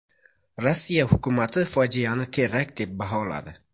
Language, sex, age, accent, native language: Uzbek, male, 25-34, Buxoro, Uzbek